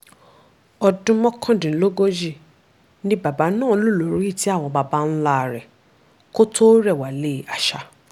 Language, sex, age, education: Yoruba, female, 15-29, tertiary